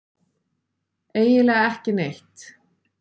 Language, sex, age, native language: Icelandic, female, 40-49, Icelandic